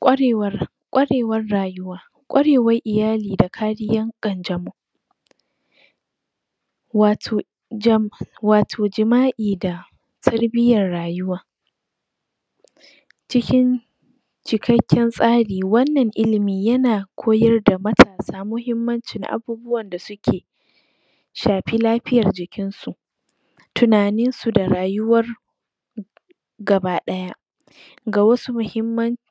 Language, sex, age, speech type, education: Hausa, female, 46-60, spontaneous, tertiary